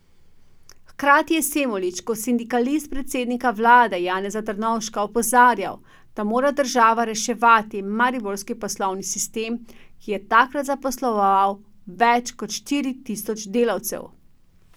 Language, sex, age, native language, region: Slovenian, female, 50-59, Slovenian, Drava region